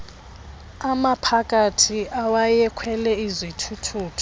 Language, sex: Xhosa, female